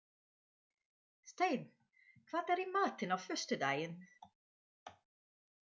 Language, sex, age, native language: Icelandic, female, 40-49, Dutch